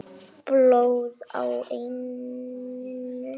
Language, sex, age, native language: Icelandic, female, 8, Icelandic